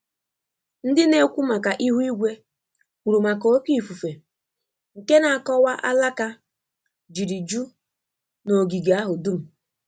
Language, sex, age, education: Igbo, female, 15-29, tertiary